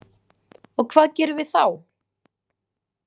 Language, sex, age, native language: Icelandic, female, 20-29, Icelandic